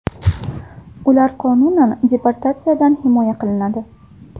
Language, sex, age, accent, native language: Uzbek, female, 19-29, Samarqand, Uzbek